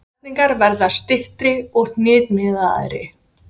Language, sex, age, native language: Icelandic, female, 50-59, Icelandic